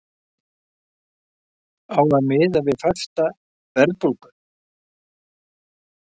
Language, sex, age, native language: Icelandic, male, 70-79, Icelandic